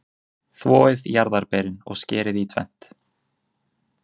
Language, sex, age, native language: Icelandic, male, 20-29, Icelandic